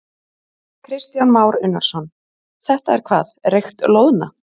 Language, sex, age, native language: Icelandic, female, 20-29, Icelandic